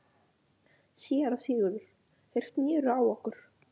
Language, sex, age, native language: Icelandic, male, 11, Icelandic